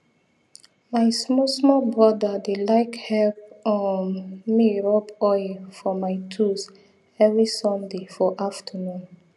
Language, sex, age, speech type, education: Nigerian Pidgin, female, 30-45, spontaneous, tertiary